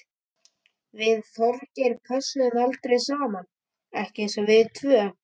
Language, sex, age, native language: Icelandic, male, 12, Icelandic